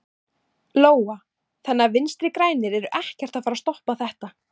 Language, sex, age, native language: Icelandic, female, 18-19, Icelandic